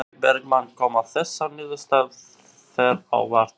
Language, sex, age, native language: Icelandic, male, 40-49, Albanian